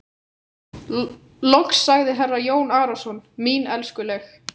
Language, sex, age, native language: Icelandic, female, 18-19, Icelandic